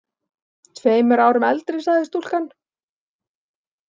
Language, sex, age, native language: Icelandic, female, 40-49, Icelandic